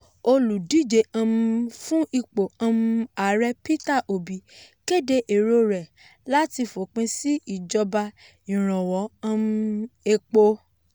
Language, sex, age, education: Yoruba, female, 30-45, tertiary